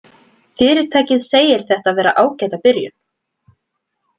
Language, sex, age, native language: Icelandic, female, 20-29, Icelandic